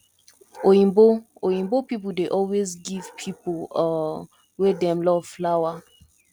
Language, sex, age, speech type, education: Nigerian Pidgin, female, 15-29, spontaneous, tertiary